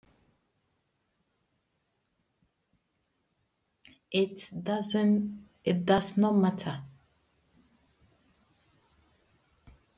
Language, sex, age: Icelandic, female, 20-29